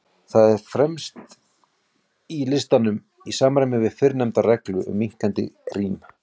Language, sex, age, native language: Icelandic, male, 40-49, Icelandic